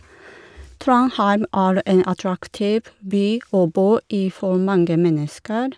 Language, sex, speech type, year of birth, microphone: Norwegian, female, spontaneous, 1978, Shure